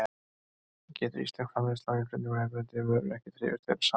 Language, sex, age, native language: Icelandic, male, 30-39, Icelandic